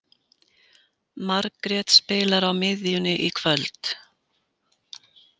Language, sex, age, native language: Icelandic, female, 60-69, Icelandic